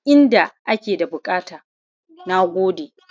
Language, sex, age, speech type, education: Hausa, male, 15-29, spontaneous, primary